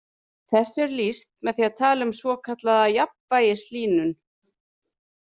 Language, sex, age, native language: Icelandic, female, 30-39, Icelandic